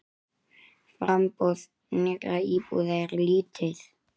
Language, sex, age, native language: Icelandic, male, 9, Icelandic